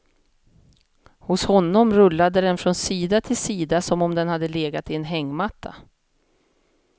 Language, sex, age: Swedish, female, 50